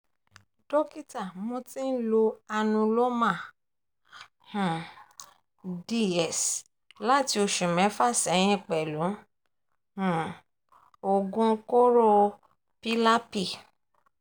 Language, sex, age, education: Yoruba, female, 30-45, tertiary